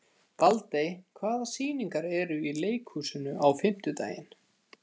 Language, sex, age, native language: Icelandic, male, 30-39, Icelandic